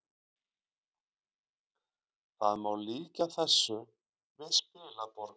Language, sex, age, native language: Icelandic, male, 40-49, Icelandic